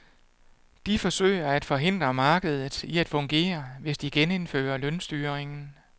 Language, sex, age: Danish, male, 48